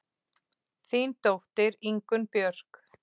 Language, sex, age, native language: Icelandic, female, 6, Icelandic